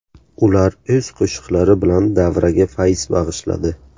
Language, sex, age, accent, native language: Uzbek, male, 18-24, Buxoro, Uzbek